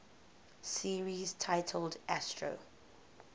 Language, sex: English, female